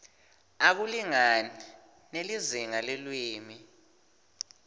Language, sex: Swati, male